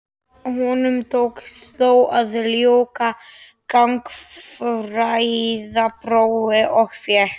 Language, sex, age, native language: Icelandic, male, 11, Slovak